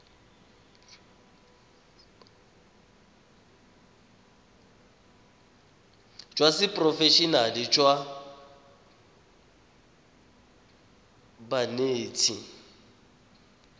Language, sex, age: Tswana, male, 21